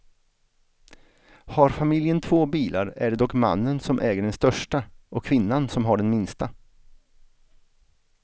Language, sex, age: Swedish, male, 49